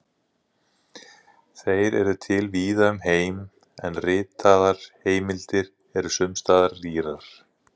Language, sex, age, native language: Icelandic, male, 30-39, Icelandic